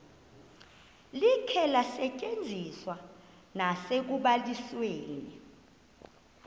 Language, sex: Xhosa, female